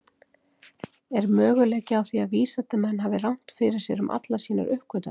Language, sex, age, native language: Icelandic, female, 40-49, Icelandic